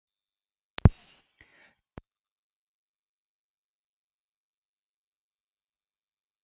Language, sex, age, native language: Icelandic, female, 40-49, Icelandic